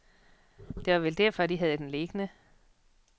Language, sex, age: Danish, female, 48